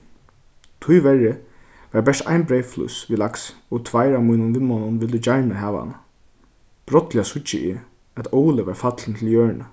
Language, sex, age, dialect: Faroese, male, 15-35, Suðurstreymoy